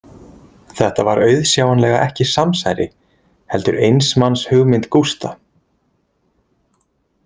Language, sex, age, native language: Icelandic, male, 20-29, Icelandic